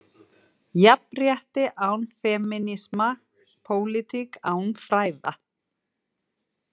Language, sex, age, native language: Icelandic, female, 40-49, Icelandic